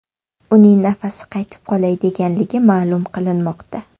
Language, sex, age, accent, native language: Uzbek, female, 18-24, Toshkent shahri, Uzbek